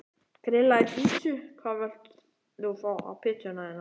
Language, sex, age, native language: Icelandic, male, 11, Icelandic